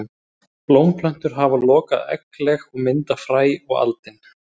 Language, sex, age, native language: Icelandic, male, 30-39, Icelandic